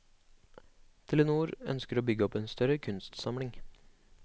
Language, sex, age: Norwegian, male, 25